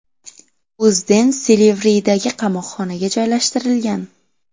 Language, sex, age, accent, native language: Uzbek, female, 12-17, Samarqand, Uzbek